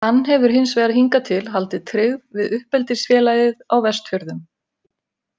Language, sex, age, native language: Icelandic, female, 50-59, Icelandic